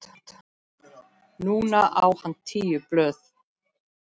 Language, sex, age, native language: Icelandic, male, 9, Icelandic